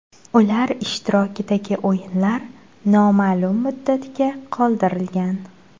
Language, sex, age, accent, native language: Uzbek, female, 18-24, Xorazm, Uzbek